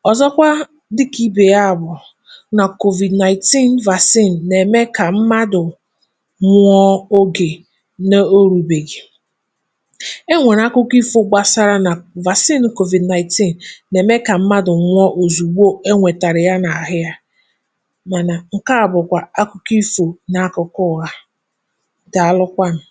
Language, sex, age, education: Igbo, female, 15-29, tertiary